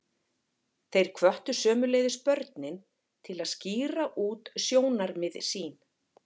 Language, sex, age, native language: Icelandic, female, 40-49, Icelandic